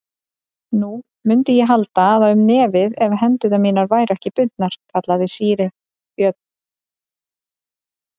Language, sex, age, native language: Icelandic, female, 30-39, Icelandic